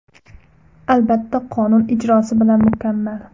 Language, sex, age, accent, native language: Uzbek, female, 19-29, Farg'ona, Uzbek